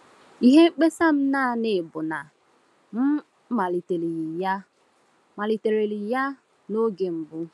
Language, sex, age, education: Igbo, female, 15-29, tertiary